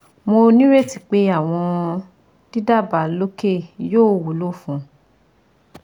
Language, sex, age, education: Yoruba, female, 15-29, tertiary